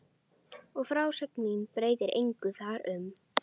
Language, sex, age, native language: Icelandic, female, 12, Icelandic